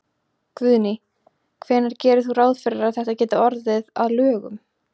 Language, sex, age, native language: Icelandic, female, 20-29, Icelandic